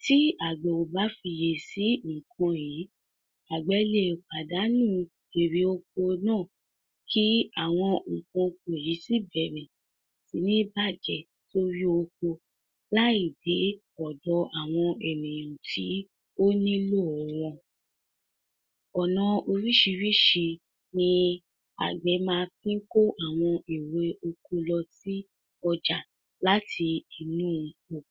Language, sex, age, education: Yoruba, female, 46-60, tertiary